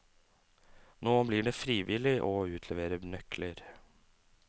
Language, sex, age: Norwegian, male, 27